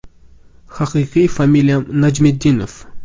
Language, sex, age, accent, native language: Uzbek, male, 18-24, Navoiy, Uzbek